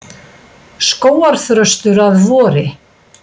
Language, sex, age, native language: Icelandic, female, 60-69, Icelandic